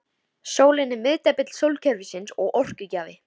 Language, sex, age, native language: Icelandic, female, 13, Icelandic